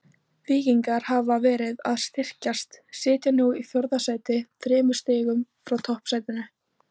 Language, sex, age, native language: Icelandic, female, 18-19, Icelandic